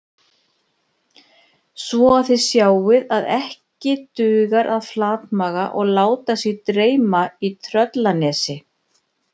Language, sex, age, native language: Icelandic, female, 60-69, Icelandic